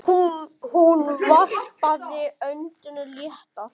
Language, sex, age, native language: Icelandic, male, 10, Icelandic